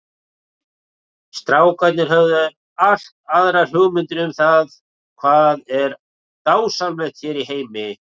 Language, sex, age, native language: Icelandic, male, 40-49, Icelandic